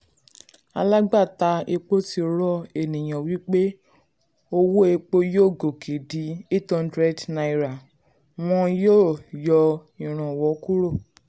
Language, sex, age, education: Yoruba, female, 15-29, secondary